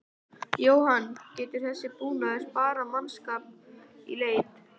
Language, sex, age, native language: Icelandic, male, 11, Icelandic